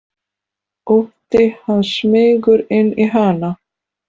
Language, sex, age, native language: Icelandic, female, 40-49, Polish